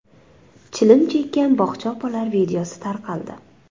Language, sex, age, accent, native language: Uzbek, female, 25-34, Surxondaryo, Uzbek